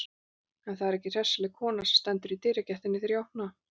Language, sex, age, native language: Icelandic, female, 40-49, Icelandic